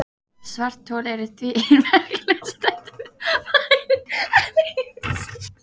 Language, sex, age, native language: Icelandic, female, 18-19, Icelandic